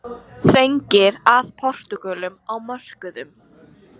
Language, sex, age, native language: Icelandic, female, 60-69, Icelandic